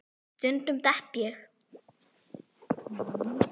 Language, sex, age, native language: Icelandic, female, 9, Icelandic